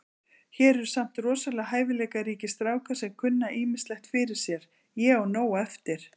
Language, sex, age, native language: Icelandic, female, 40-49, Icelandic